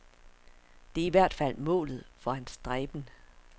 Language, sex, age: Danish, female, 60